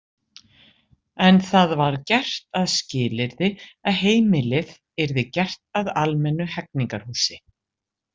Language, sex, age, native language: Icelandic, female, 60-69, Icelandic